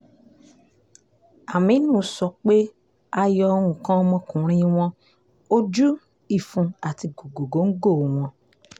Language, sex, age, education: Yoruba, female, 15-29, tertiary